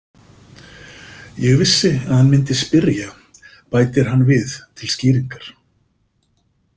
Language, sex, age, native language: Icelandic, male, 50-59, Icelandic